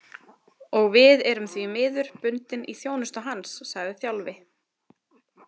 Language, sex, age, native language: Icelandic, female, 30-39, Icelandic